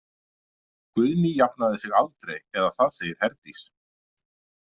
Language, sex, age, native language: Icelandic, male, 50-59, Icelandic